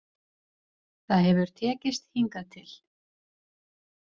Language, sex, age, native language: Icelandic, female, 40-49, Icelandic